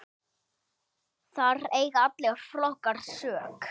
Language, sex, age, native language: Icelandic, male, 8, Icelandic